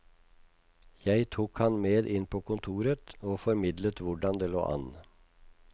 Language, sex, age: Norwegian, male, 56